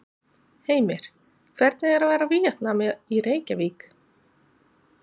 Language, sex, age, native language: Icelandic, female, 30-39, Icelandic